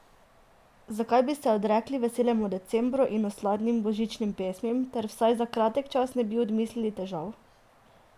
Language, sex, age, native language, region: Slovenian, female, 18-29, Slovenian, Drava region